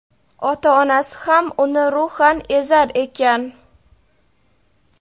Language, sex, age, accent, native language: Uzbek, female, 18-24, Toshkent shahri, Uzbek